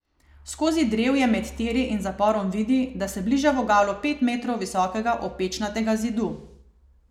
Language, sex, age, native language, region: Slovenian, female, 30-49, Slovenian, Savinja region